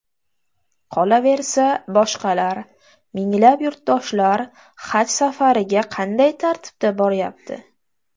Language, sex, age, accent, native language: Uzbek, female, 18-24, Toshkent viloyati, Uzbek